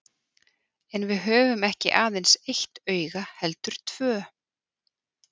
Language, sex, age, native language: Icelandic, female, 40-49, Icelandic